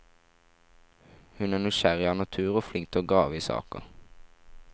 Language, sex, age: Norwegian, male, 17